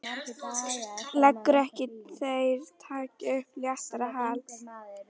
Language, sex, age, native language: Icelandic, female, 11, Icelandic